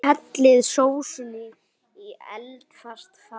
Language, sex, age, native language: Icelandic, male, 8, Icelandic